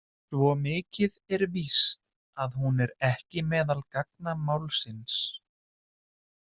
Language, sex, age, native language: Icelandic, male, 30-39, Icelandic